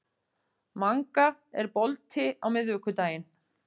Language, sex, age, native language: Icelandic, female, 50-59, Icelandic